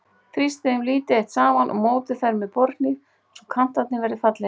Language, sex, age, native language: Icelandic, female, 40-49, Icelandic